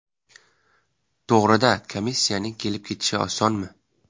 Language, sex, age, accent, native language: Uzbek, male, 18-24, Jizzax, Uzbek